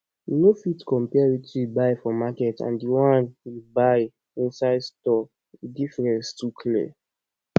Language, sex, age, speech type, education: Nigerian Pidgin, male, 46-60, spontaneous, tertiary